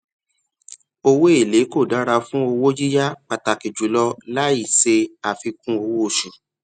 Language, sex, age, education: Yoruba, male, 30-45, tertiary